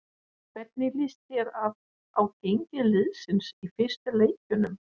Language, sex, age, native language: Icelandic, female, 60-69, Danish